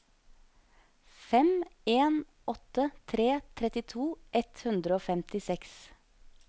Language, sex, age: Norwegian, female, 25